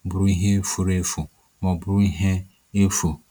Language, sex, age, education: Igbo, male, 15-29, tertiary